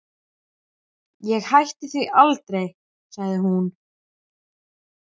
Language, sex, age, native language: Icelandic, female, 13, Icelandic